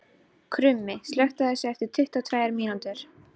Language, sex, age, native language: Icelandic, female, 12, Icelandic